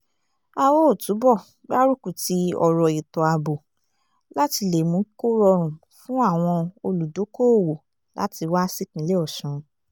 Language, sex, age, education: Yoruba, female, 15-29, tertiary